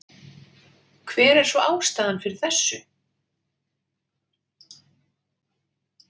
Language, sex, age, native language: Icelandic, female, 40-49, Icelandic